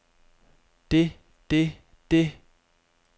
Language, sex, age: Danish, male, 25